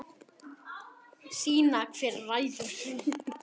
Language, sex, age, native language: Icelandic, female, 8, Icelandic